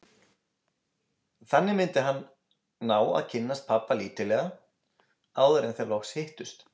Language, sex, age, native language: Icelandic, male, 20-29, Icelandic